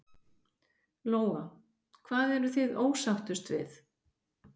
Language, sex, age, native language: Icelandic, female, 50-59, Icelandic